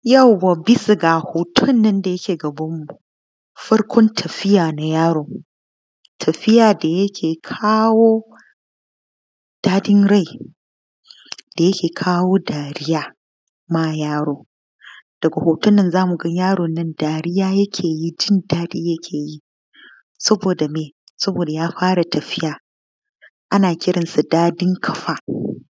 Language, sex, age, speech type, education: Hausa, female, 15-29, spontaneous, tertiary